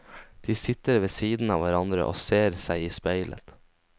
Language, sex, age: Norwegian, male, 19